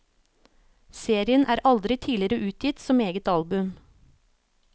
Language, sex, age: Norwegian, female, 36